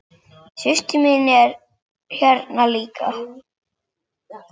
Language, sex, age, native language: Icelandic, female, 7, Icelandic